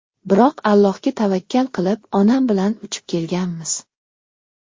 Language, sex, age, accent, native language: Uzbek, male, 19-29, Xorazm, Uzbek